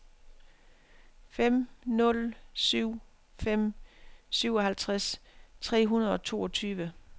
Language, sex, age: Danish, female, 50